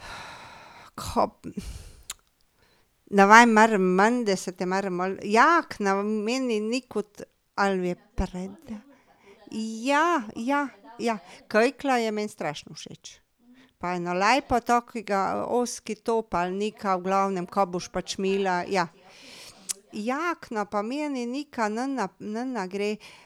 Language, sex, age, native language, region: Slovenian, female, 50-59, Slovenian, Drava region